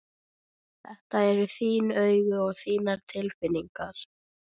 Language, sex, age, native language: Icelandic, female, 13, Icelandic